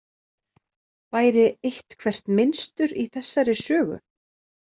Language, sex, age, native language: Icelandic, female, 30-39, Icelandic